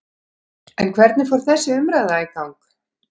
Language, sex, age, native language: Icelandic, female, 50-59, Icelandic